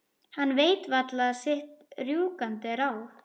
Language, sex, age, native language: Icelandic, female, 11, Icelandic